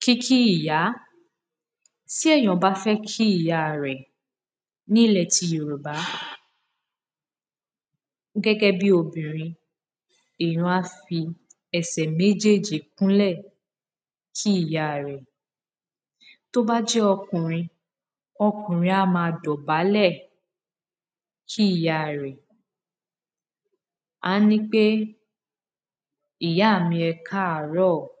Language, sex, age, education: Yoruba, female, 15-29, secondary